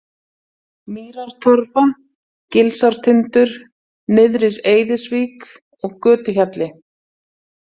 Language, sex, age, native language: Icelandic, female, 40-49, Icelandic